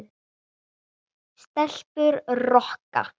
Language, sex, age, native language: Icelandic, female, 9, Icelandic